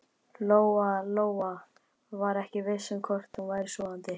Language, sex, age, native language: Icelandic, male, 11, Icelandic